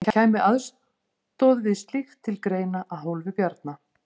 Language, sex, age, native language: Icelandic, female, 50-59, Icelandic